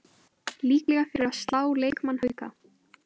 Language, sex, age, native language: Icelandic, female, 18-19, Icelandic